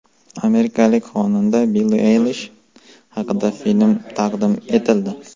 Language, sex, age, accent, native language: Uzbek, male, 18-24, Farg'ona, Uzbek